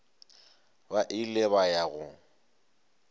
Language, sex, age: Northern Sotho, male, 23